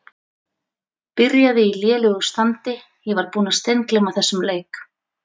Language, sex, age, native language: Icelandic, female, 40-49, Icelandic